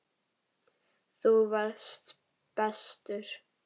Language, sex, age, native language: Icelandic, female, 10, Icelandic